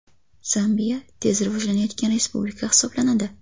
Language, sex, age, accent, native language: Uzbek, female, under 19, Farg'ona, Uzbek